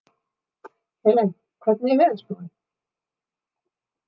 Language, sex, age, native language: Icelandic, female, 40-49, Icelandic